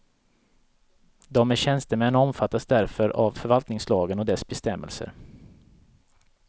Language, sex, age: Swedish, male, 37